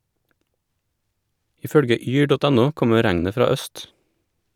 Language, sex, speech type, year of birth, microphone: Norwegian, male, read, 1987, Shure